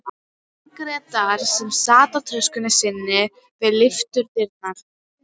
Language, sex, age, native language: Icelandic, female, 12, Icelandic